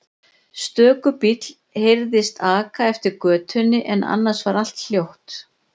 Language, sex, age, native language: Icelandic, female, 60-69, Icelandic